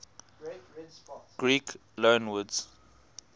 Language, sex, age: English, male, 18